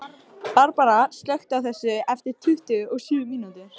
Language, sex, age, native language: Icelandic, female, 18-19, Icelandic